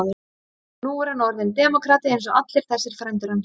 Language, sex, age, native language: Icelandic, female, 30-39, Icelandic